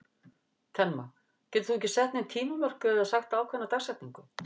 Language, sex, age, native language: Icelandic, female, 50-59, Icelandic